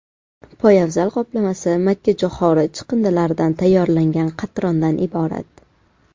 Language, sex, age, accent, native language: Uzbek, female, 18-24, Toshkent shahri, Uzbek